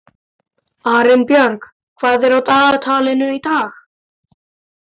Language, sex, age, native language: Icelandic, male, 12, Icelandic